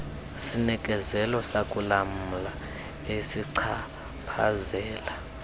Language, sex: Xhosa, male